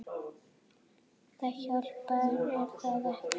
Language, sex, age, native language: Icelandic, female, 8, Icelandic